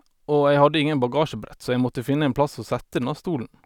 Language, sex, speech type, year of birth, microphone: Norwegian, male, spontaneous, 1989, Sennheiser